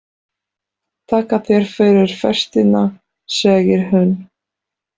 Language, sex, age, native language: Icelandic, female, 40-49, Polish